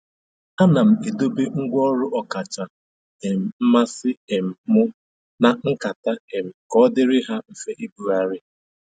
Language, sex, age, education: Igbo, male, 15-29, tertiary